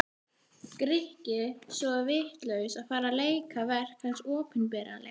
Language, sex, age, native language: Icelandic, female, 12, Icelandic